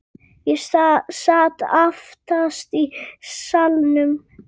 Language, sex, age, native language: Icelandic, female, 9, Icelandic